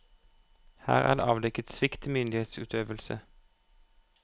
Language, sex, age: Norwegian, male, 25